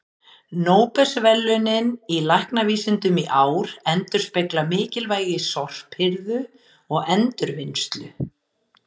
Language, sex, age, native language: Icelandic, female, 50-59, Icelandic